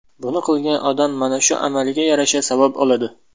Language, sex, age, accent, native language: Uzbek, male, 19-29, Namangan, Uzbek